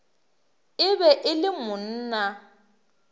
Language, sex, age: Northern Sotho, female, 23